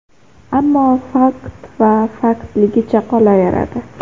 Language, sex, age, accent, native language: Uzbek, female, under 19, Xorazm, Uzbek